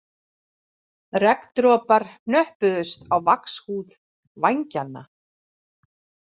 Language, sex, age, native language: Icelandic, female, 40-49, Icelandic